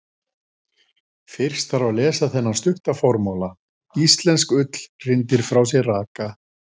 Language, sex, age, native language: Icelandic, male, 40-49, Icelandic